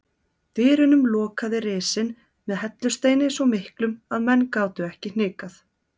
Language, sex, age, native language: Icelandic, female, 30-39, Icelandic